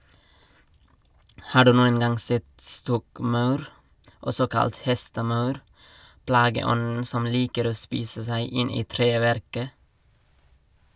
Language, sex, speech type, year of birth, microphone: Norwegian, male, read, 1989, Shure